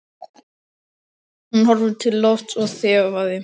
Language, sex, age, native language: Icelandic, male, 12, Icelandic